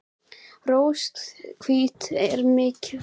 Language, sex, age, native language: Icelandic, female, 11, Icelandic